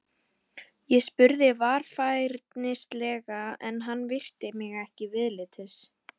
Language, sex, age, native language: Icelandic, female, 11, Icelandic